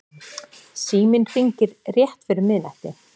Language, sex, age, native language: Icelandic, female, 40-49, Icelandic